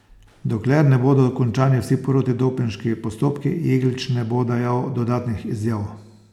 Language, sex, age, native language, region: Slovenian, male, 60+, Slovenian, Posavska region